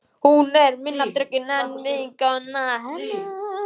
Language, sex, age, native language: Icelandic, male, 14, Icelandic